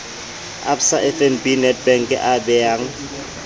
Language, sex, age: Southern Sotho, male, 30